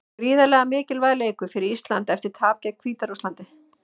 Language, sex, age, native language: Icelandic, female, 30-39, Icelandic